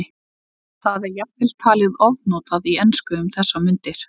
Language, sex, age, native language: Icelandic, female, 30-39, Icelandic